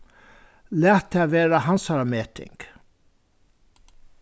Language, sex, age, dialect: Faroese, male, 61+, Vágar